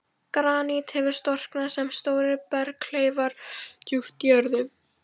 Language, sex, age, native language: Icelandic, female, 14, Icelandic